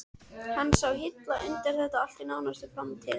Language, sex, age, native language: Icelandic, female, 13, Icelandic